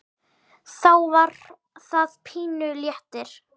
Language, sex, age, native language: Icelandic, female, 9, Icelandic